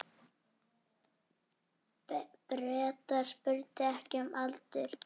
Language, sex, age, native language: Icelandic, female, 6, Icelandic